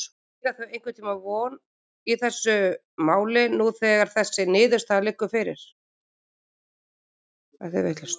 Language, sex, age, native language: Icelandic, female, 40-49, Icelandic